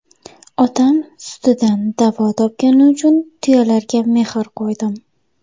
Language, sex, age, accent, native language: Uzbek, female, 19-29, Toshkent shahri, Uzbek